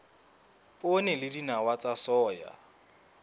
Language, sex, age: Southern Sotho, male, 20